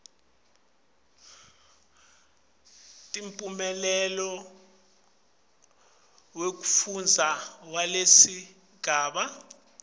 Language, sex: Swati, male